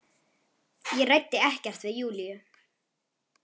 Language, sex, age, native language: Icelandic, female, 10, Icelandic